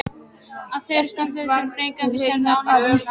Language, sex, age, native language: Icelandic, female, 18-19, Polish